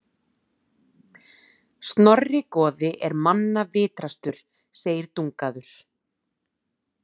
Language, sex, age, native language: Icelandic, female, 40-49, Icelandic